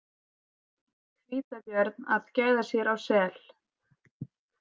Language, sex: Icelandic, female